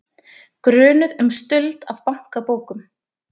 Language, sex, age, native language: Icelandic, female, 20-29, Icelandic